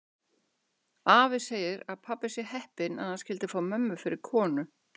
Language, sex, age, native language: Icelandic, female, 60-69, Icelandic